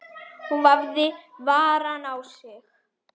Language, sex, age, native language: Icelandic, female, 10, Icelandic